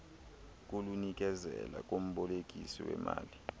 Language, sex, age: Xhosa, male, 23